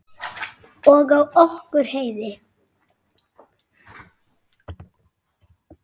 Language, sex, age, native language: Icelandic, male, 7, Icelandic